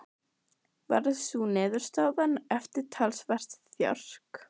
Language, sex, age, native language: Icelandic, other, 12, Icelandic